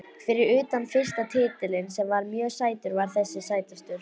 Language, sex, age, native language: Icelandic, female, 18-19, Icelandic